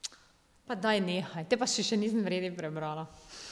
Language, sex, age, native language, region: Slovenian, female, 30-49, Slovenian, Drava region